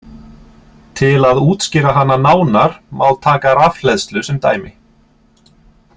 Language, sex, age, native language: Icelandic, male, 30-39, Icelandic